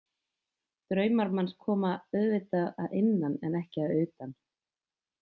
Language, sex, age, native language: Icelandic, female, 20-29, Icelandic